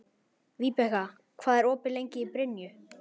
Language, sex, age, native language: Icelandic, male, 11, Icelandic